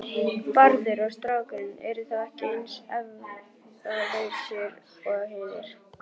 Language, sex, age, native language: Icelandic, female, 11, Icelandic